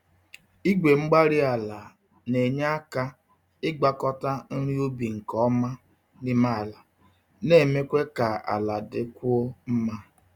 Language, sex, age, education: Igbo, male, 46-60, tertiary